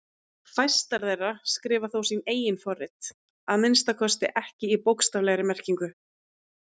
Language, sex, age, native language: Icelandic, female, 30-39, Icelandic